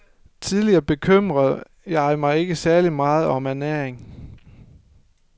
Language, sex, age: Danish, male, 24